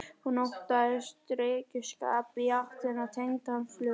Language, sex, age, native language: Icelandic, female, 11, Icelandic